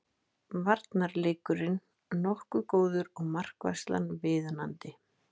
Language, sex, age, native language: Icelandic, female, 20-29, Icelandic